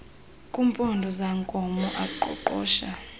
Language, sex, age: Xhosa, female, 24